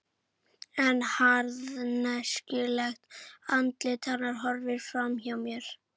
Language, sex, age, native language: Icelandic, female, 11, Icelandic